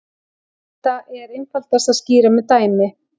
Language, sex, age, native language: Icelandic, female, 18-19, Icelandic